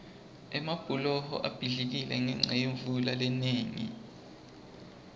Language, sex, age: Swati, male, 20